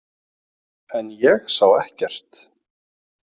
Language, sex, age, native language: Icelandic, male, 40-49, Icelandic